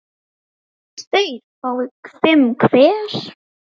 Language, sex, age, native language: Icelandic, female, 10, Icelandic